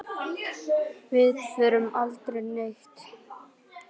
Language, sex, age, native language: Icelandic, male, 9, Icelandic